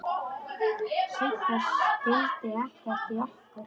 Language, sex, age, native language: Icelandic, male, 10, Polish